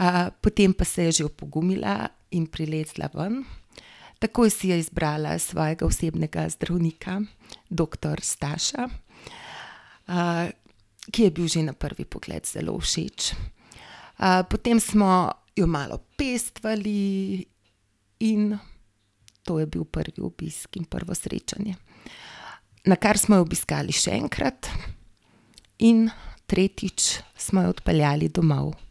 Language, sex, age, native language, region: Slovenian, female, 50-59, Slovenian, Gorenjska region